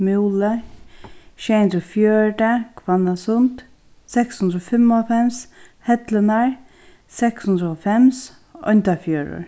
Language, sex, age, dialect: Faroese, female, 36-60, Sandoy